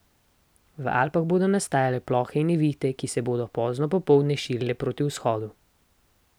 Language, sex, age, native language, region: Slovenian, female, 18-29, Slovenian, Central Slovenia